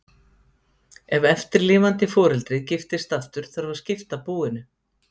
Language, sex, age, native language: Icelandic, female, 50-59, Icelandic